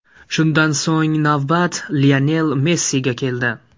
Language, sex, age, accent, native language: Uzbek, male, 18-24, Surxondaryo, Uzbek